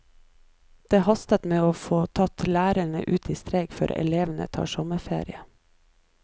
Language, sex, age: Norwegian, female, 29